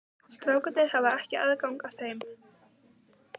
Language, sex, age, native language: Icelandic, female, 15, Icelandic